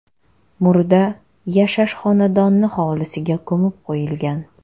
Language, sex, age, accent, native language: Uzbek, female, 25-34, Navoiy, Kazakh